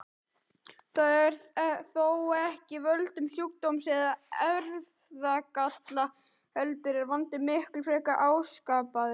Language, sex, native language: Icelandic, male, Icelandic